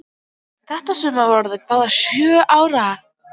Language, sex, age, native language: Icelandic, female, 12, Icelandic